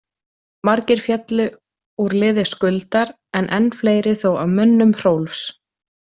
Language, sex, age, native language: Icelandic, female, 20-29, Icelandic